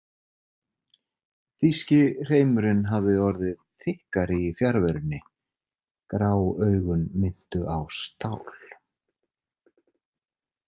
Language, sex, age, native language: Icelandic, male, 40-49, Icelandic